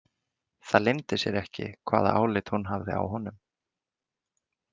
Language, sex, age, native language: Icelandic, male, 20-29, Icelandic